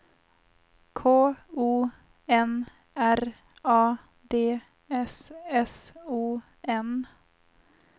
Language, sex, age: Swedish, female, 25